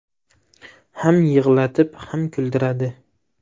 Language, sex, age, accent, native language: Uzbek, male, 18-24, Jizzax, Uzbek